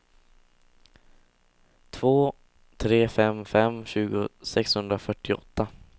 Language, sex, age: Swedish, male, 16